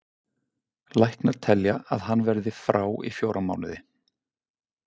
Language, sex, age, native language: Icelandic, male, 50-59, Icelandic